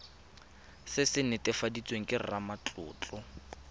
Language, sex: Tswana, male